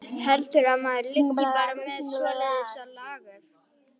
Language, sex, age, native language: Icelandic, female, 11, Icelandic